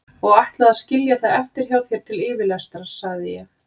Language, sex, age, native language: Icelandic, female, 40-49, Icelandic